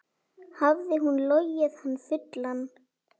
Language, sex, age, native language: Icelandic, female, 7, Icelandic